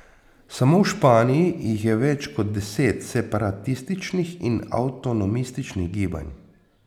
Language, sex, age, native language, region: Slovenian, male, 50-59, Slovenian, Posavska region